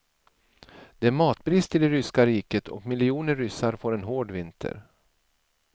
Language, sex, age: Swedish, male, 47